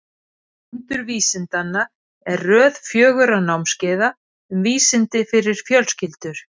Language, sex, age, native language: Icelandic, female, 50-59, Icelandic